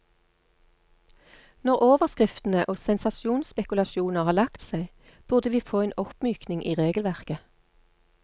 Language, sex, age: Norwegian, female, 48